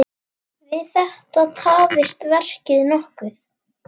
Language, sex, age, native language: Icelandic, female, 10, Icelandic